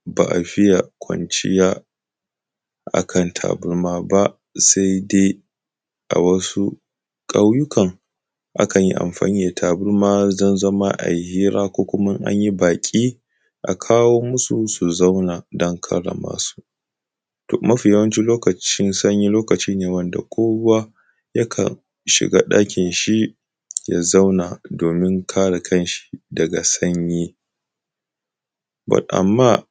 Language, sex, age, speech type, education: Hausa, male, 15-29, spontaneous, tertiary